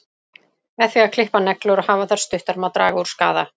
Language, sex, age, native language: Icelandic, female, 30-39, Icelandic